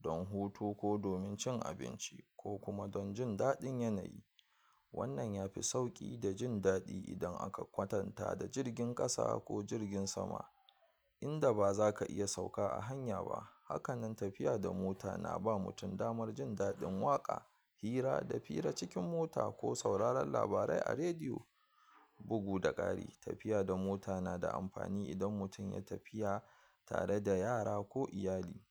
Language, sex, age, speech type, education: Hausa, male, 46-60, spontaneous, tertiary